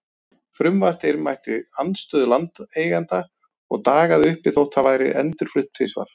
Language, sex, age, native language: Icelandic, male, 30-39, Icelandic